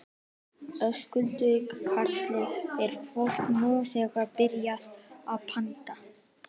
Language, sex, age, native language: Icelandic, male, 12, Icelandic